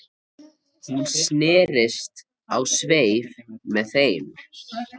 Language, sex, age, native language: Icelandic, male, 13, Icelandic